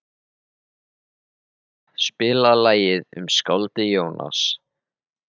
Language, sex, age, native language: Icelandic, male, 13, Icelandic